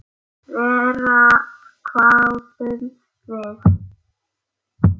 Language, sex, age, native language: Icelandic, male, 8, Icelandic